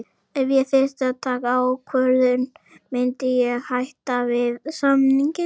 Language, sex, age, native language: Icelandic, female, 30-39, Icelandic